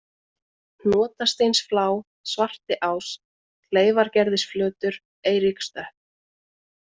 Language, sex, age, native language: Icelandic, female, 20-29, Icelandic